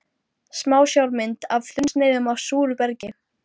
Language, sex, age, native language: Icelandic, female, 12, Icelandic